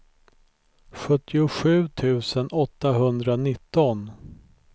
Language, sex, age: Swedish, male, 43